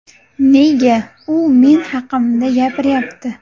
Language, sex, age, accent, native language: Uzbek, female, 18-24, Namangan, Uzbek